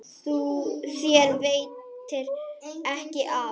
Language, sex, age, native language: Icelandic, female, 8, Icelandic